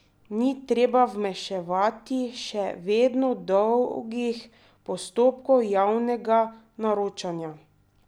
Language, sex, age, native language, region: Slovenian, female, 30-49, Slovenian, Drava region